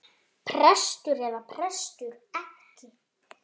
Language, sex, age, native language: Icelandic, female, 7, Icelandic